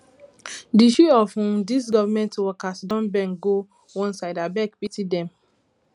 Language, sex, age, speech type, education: Nigerian Pidgin, female, 15-29, spontaneous, tertiary